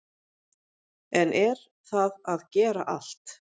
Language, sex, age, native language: Icelandic, female, 50-59, Icelandic